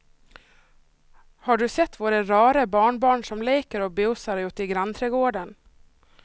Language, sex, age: Swedish, female, 26